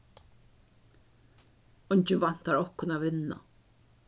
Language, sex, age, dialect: Faroese, female, 61+, Suðurstreymoy